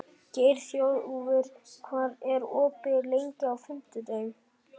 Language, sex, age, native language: Icelandic, female, 18-19, Icelandic